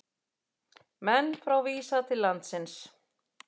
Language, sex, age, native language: Icelandic, female, 40-49, Icelandic